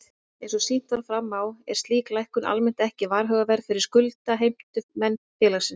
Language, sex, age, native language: Icelandic, female, 30-39, Icelandic